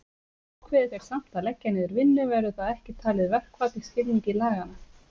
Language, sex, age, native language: Icelandic, female, 30-39, Icelandic